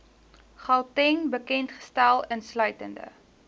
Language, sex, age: Afrikaans, female, 19